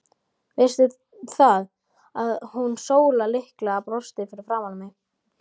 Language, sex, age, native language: Icelandic, male, 12, Icelandic